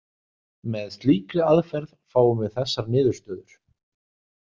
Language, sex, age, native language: Icelandic, male, 30-39, Icelandic